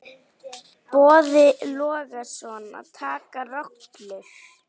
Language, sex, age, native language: Icelandic, female, 8, Icelandic